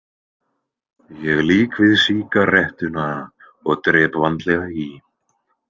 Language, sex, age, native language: Icelandic, male, 20-29, Icelandic